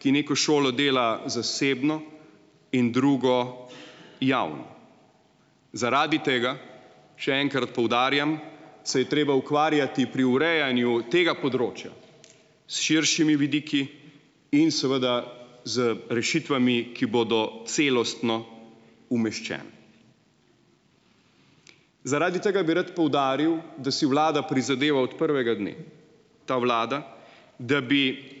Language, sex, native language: Slovenian, male, Slovenian